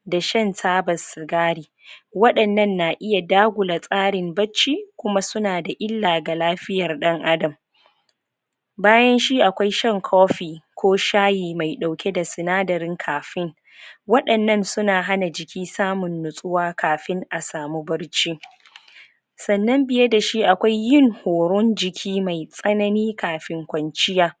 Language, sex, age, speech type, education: Hausa, female, 30-45, spontaneous, tertiary